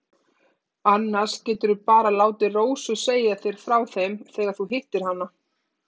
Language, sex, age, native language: Icelandic, female, 30-39, Icelandic